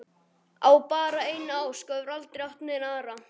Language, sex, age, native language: Icelandic, male, 12, Icelandic